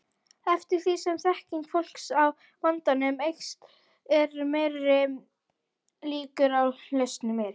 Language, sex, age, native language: Icelandic, female, 40-49, Icelandic